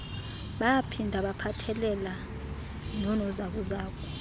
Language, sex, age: Xhosa, female, 32